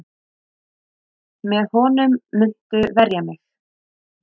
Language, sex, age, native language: Icelandic, female, 30-39, Icelandic